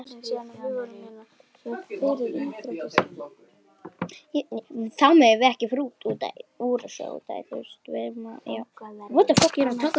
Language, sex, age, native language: Icelandic, female, 10, Icelandic